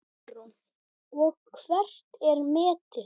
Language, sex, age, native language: Icelandic, male, 10, Icelandic